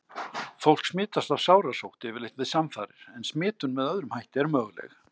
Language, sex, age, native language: Icelandic, male, 60-69, Icelandic